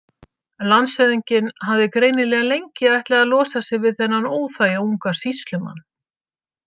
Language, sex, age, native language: Icelandic, female, 50-59, Icelandic